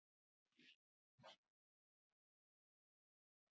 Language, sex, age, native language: Icelandic, female, 9, Icelandic